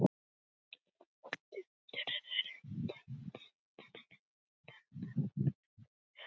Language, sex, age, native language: Icelandic, male, 11, Icelandic